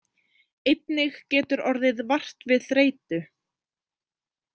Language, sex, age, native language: Icelandic, female, 20-29, Icelandic